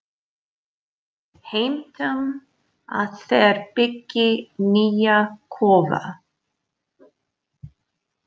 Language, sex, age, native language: Icelandic, female, 40-49, English